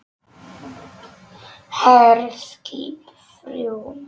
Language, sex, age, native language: Icelandic, male, 9, Polish